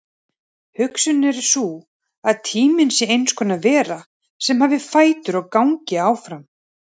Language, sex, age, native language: Icelandic, male, 30-39, Icelandic